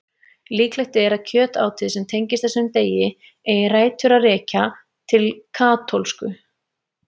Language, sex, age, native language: Icelandic, female, 30-39, Icelandic